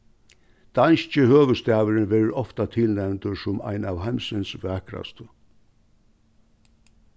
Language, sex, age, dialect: Faroese, male, 61+, Vágar